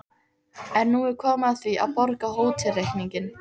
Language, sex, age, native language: Icelandic, female, 15, Icelandic